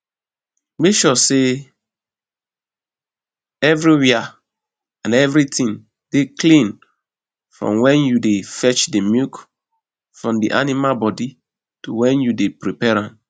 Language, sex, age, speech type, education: Nigerian Pidgin, male, 15-29, spontaneous, secondary